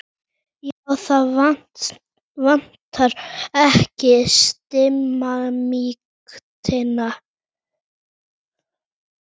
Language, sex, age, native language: Icelandic, female, 18-19, Icelandic